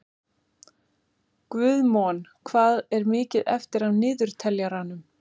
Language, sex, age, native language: Icelandic, female, 30-39, Icelandic